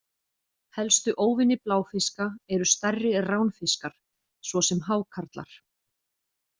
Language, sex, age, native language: Icelandic, female, 40-49, Icelandic